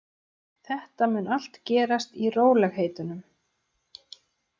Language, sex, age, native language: Icelandic, female, 30-39, Icelandic